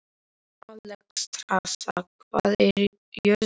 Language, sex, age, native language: Icelandic, male, 12, Icelandic